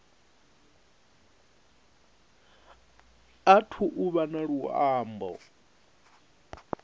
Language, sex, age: Venda, male, 37